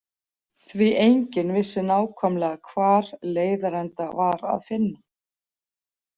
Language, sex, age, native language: Icelandic, female, 40-49, Icelandic